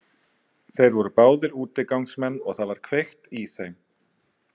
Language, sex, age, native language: Icelandic, male, 30-39, Icelandic